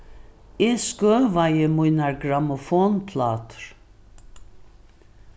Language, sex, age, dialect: Faroese, female, 61+, Norðuroyggjar